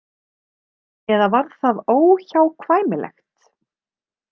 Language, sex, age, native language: Icelandic, female, 30-39, Icelandic